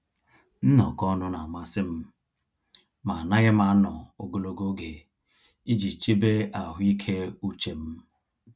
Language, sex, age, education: Igbo, male, 30-45, tertiary